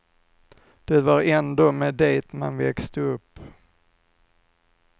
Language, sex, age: Swedish, male, 45